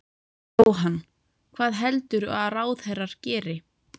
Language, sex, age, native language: Icelandic, female, 30-39, Icelandic